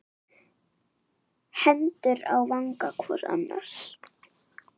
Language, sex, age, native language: Icelandic, female, 9, Icelandic